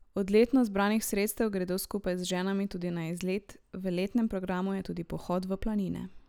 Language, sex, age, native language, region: Slovenian, male, 18-29, Slovenian, Drava region